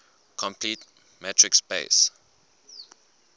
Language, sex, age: English, male, 19